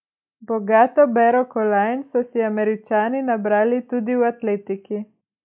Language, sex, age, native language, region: Slovenian, male, 18-29, Slovenian, Coastal Karst region